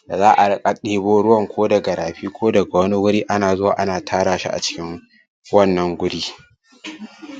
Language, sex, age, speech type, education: Hausa, male, 15-29, spontaneous, tertiary